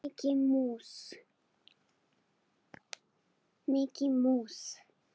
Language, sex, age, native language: Icelandic, female, 8, Serbo-Croatian